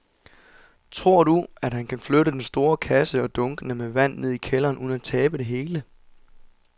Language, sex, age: Danish, male, 27